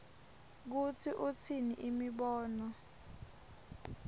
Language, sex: Swati, female